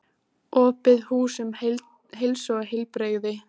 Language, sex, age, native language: Icelandic, female, 18-19, Icelandic